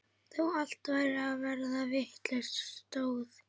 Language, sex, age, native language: Icelandic, female, 11, Icelandic